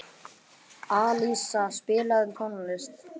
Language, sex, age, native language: Icelandic, male, 11, Icelandic